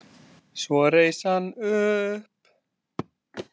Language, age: Icelandic, 20-29